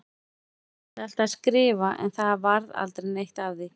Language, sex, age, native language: Icelandic, female, 40-49, Icelandic